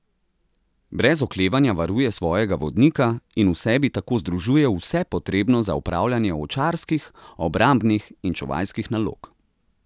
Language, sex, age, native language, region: Slovenian, male, 30-49, Slovenian, Central Slovenia